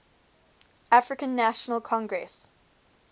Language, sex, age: English, female, 21